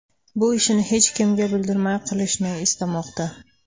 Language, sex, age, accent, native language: Uzbek, female, 19-29, Toshkent shahri, Uzbek